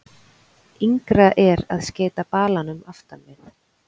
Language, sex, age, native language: Icelandic, female, 40-49, Icelandic